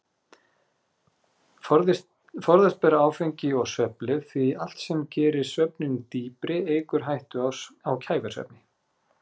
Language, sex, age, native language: Icelandic, male, 40-49, Icelandic